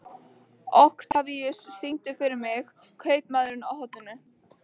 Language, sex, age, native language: Icelandic, female, 13, Icelandic